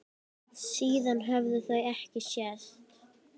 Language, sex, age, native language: Icelandic, female, 10, Icelandic